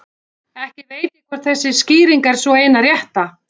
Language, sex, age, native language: Icelandic, female, 40-49, Icelandic